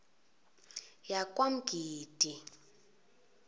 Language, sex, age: South Ndebele, female, 22